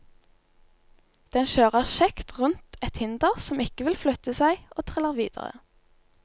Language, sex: Norwegian, female